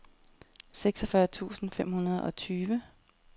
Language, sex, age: Danish, female, 30